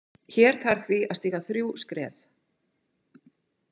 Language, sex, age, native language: Icelandic, female, 50-59, Icelandic